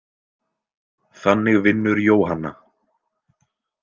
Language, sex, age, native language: Icelandic, male, 20-29, Icelandic